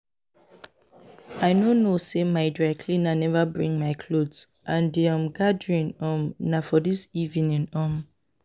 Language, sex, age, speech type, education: Nigerian Pidgin, female, 15-29, spontaneous, tertiary